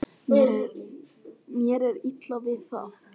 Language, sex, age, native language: Icelandic, male, 18-19, Icelandic